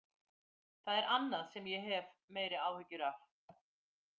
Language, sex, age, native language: Icelandic, female, 50-59, Icelandic